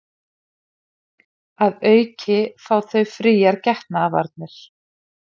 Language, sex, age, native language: Icelandic, female, 40-49, Icelandic